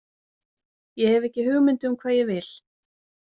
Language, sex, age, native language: Icelandic, female, 30-39, Icelandic